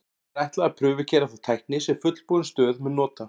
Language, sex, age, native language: Icelandic, male, 40-49, Icelandic